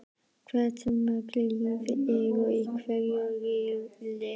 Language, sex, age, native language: Icelandic, female, 12, Icelandic